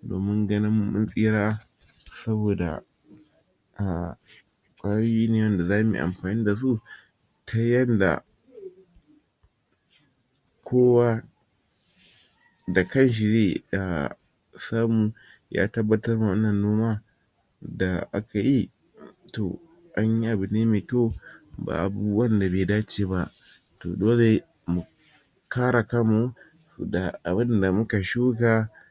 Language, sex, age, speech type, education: Hausa, male, 46-60, spontaneous, tertiary